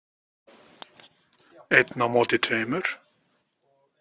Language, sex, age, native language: Icelandic, male, 40-49, Icelandic